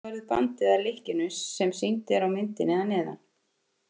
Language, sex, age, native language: Icelandic, female, 50-59, Icelandic